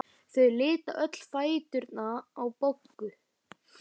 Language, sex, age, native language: Icelandic, male, 12, Icelandic